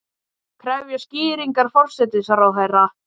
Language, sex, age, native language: Icelandic, male, 18-19, Icelandic